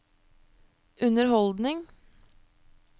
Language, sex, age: Norwegian, female, 25